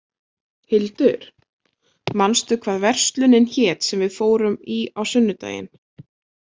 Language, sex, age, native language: Icelandic, female, 20-29, Icelandic